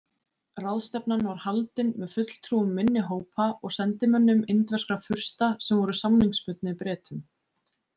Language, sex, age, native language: Icelandic, female, 20-29, Icelandic